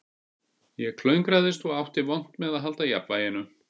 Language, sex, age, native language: Icelandic, male, 50-59, Icelandic